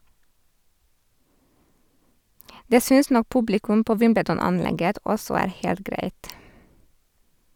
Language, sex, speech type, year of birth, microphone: Norwegian, female, read, 1991, Sennheiser